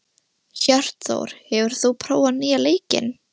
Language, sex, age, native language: Icelandic, female, 13, Russian